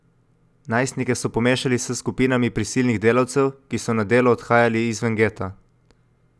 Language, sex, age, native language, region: Slovenian, male, 18-29, Slovenian, Coastal Karst region